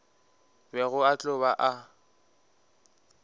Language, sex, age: Northern Sotho, male, 19